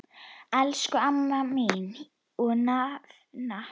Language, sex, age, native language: Icelandic, female, 10, Icelandic